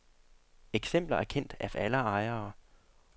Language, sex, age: Danish, male, 40